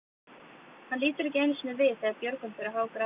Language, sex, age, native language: Icelandic, female, 30-39, Icelandic